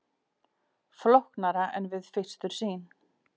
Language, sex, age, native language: Icelandic, female, 40-49, Icelandic